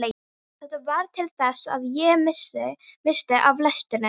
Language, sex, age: Icelandic, female, 13